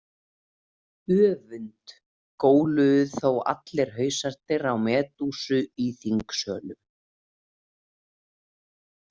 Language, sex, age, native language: Icelandic, female, 30-39, Icelandic